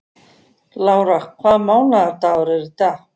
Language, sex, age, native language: Icelandic, female, 50-59, Icelandic